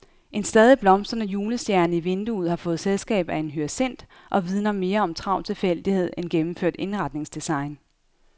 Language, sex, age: Danish, female, 32